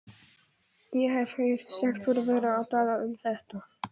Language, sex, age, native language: Icelandic, male, 11, Polish